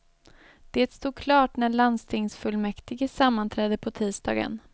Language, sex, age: Swedish, female, 23